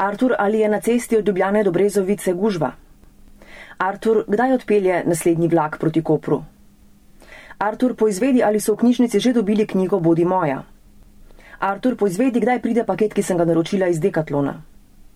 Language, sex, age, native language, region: Slovenian, female, 30-49, Slovenian, Central Slovenia